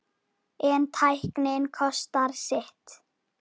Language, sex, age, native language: Icelandic, female, 10, Icelandic